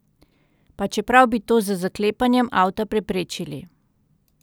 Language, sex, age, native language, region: Slovenian, female, 30-49, Slovenian, Central Slovenia